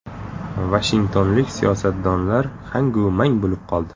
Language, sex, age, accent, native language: Uzbek, male, 25-34, Surxondaryo, Uzbek